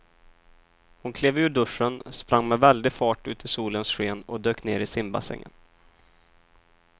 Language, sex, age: Swedish, male, 23